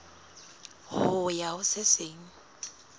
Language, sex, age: Southern Sotho, female, 19